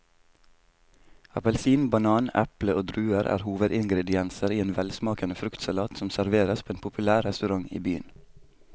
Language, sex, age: Norwegian, male, 22